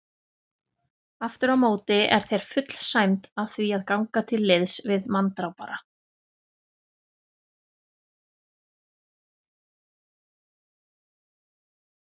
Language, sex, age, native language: Icelandic, female, 30-39, Icelandic